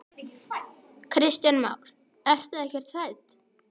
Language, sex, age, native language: Icelandic, male, 10, Icelandic